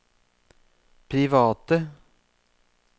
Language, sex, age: Norwegian, male, 44